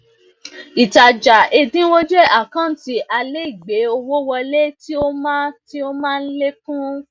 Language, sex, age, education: Yoruba, female, 15-29, tertiary